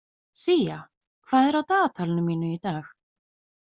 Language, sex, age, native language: Icelandic, female, 20-29, Icelandic